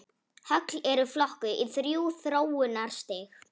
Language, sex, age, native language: Icelandic, female, 18-19, Icelandic